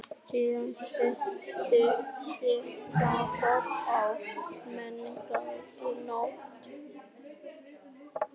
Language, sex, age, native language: Icelandic, male, 11, Icelandic